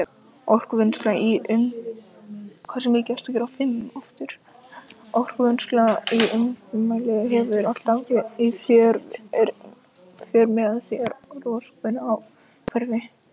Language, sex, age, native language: Icelandic, male, 18-19, Icelandic